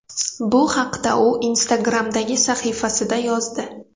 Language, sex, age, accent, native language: Uzbek, female, 18-24, Jizzax, Uzbek